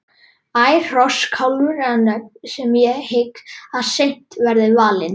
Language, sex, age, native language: Icelandic, female, 40-49, Icelandic